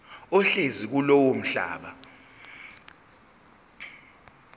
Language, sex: Zulu, male